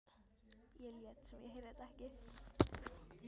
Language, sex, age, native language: Icelandic, female, 13, Icelandic